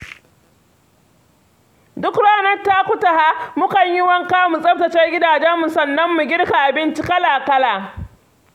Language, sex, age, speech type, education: Hausa, female, 46-60, read, secondary